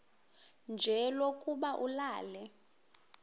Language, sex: Xhosa, female